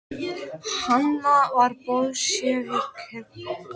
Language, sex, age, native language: Icelandic, male, 13, Icelandic